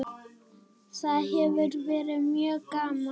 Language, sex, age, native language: Icelandic, female, 9, Icelandic